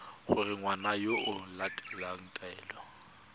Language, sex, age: Tswana, male, 21